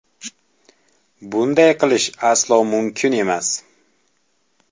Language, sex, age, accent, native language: Uzbek, male, 18-24, Toshkent viloyati, Uzbek